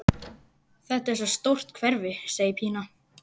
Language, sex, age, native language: Icelandic, female, 11, Icelandic